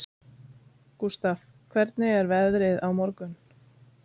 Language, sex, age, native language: Icelandic, female, 30-39, Icelandic